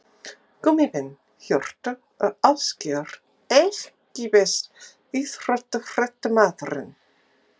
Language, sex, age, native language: Icelandic, female, 50-59, English